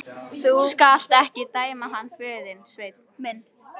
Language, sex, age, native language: Icelandic, female, 13, Icelandic